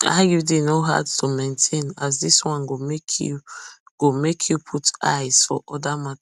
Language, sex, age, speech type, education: Nigerian Pidgin, female, 30-45, spontaneous, tertiary